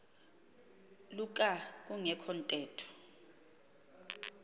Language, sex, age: Xhosa, female, 38